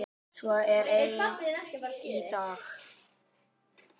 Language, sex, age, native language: Icelandic, male, 10, Icelandic